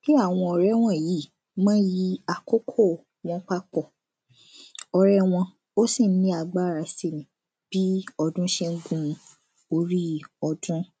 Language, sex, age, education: Yoruba, female, 15-29, secondary